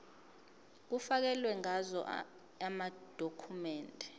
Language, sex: Zulu, female